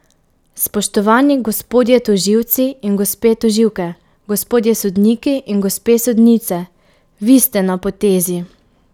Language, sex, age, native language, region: Slovenian, female, 18-29, Slovenian, Pomurje region